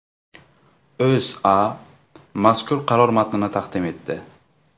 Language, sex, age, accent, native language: Uzbek, male, 18-24, Navoiy, Uzbek